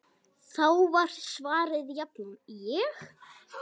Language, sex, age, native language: Icelandic, female, 9, Icelandic